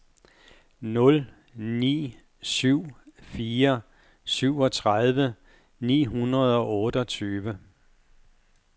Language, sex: Danish, male